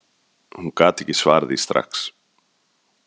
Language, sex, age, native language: Icelandic, male, 30-39, Icelandic